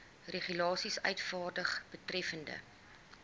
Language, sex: Afrikaans, female